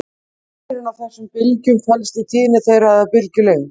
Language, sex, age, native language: Icelandic, female, 30-39, Icelandic